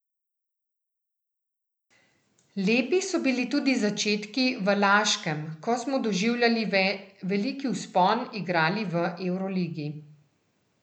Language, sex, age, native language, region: Slovenian, female, 30-49, Slovenian, Central Slovenia